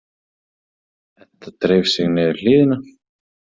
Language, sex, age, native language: Icelandic, male, 30-39, Icelandic